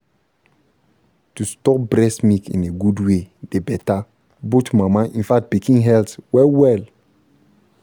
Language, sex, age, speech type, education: Nigerian Pidgin, male, 15-29, spontaneous, tertiary